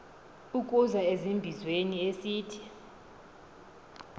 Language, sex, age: Xhosa, female, 20